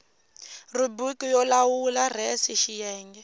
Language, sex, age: Tsonga, female, 19